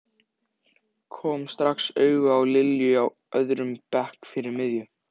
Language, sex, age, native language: Icelandic, male, 14, Icelandic